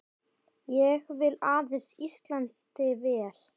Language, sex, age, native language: Icelandic, female, 10, Icelandic